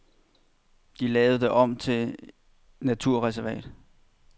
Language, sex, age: Danish, male, 31